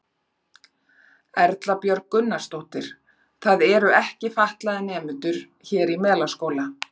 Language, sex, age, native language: Icelandic, female, 40-49, Icelandic